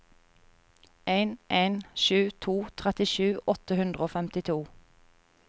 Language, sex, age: Norwegian, female, 30